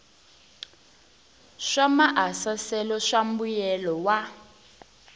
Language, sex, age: Tsonga, female, 20